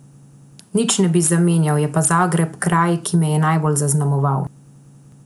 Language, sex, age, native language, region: Slovenian, female, 18-29, Slovenian, Central Slovenia